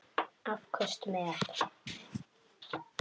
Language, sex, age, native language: Icelandic, female, 9, Icelandic